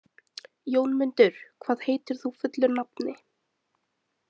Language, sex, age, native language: Icelandic, female, 20-29, Icelandic